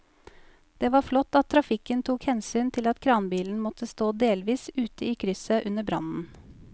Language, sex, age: Norwegian, female, 28